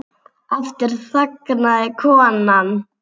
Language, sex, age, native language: Icelandic, female, 7, Icelandic